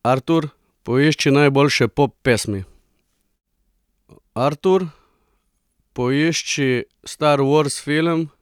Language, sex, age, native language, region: Slovenian, male, 30-49, Slovenian, Coastal Karst region